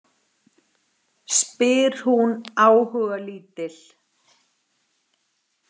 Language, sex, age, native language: Icelandic, female, 40-49, Icelandic